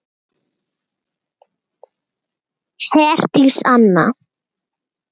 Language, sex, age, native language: Icelandic, male, 8, Icelandic